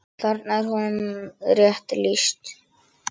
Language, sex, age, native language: Icelandic, male, 9, Icelandic